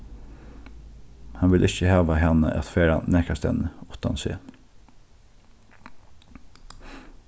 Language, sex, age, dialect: Faroese, male, 15-35, Norðurstreymoy/Eysturoy